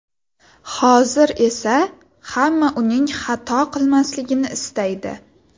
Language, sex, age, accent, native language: Uzbek, female, 18-24, Sirdaryo, Uzbek